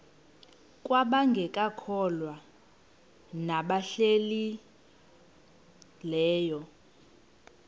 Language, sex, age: Xhosa, female, 18